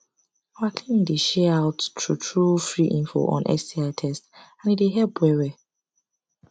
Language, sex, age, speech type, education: Nigerian Pidgin, female, 15-29, spontaneous, tertiary